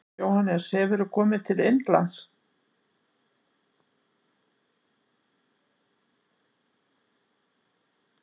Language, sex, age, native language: Icelandic, female, 60-69, Icelandic